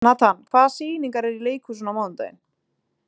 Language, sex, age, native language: Icelandic, female, 20-29, Icelandic